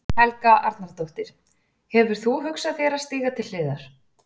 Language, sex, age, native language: Icelandic, female, 40-49, Icelandic